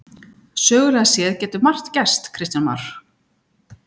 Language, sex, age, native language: Icelandic, female, 40-49, Icelandic